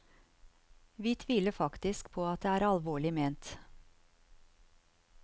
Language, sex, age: Norwegian, female, 54